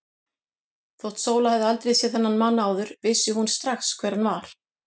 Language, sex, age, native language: Icelandic, female, 50-59, Icelandic